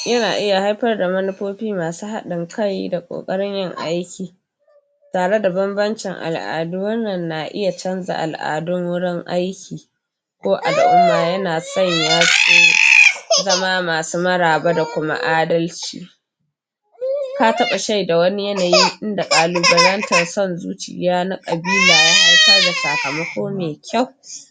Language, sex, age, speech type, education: Hausa, female, 46-60, spontaneous, tertiary